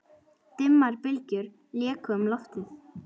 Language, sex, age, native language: Icelandic, female, 10, Icelandic